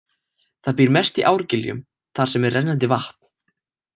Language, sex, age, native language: Icelandic, male, 18-19, Icelandic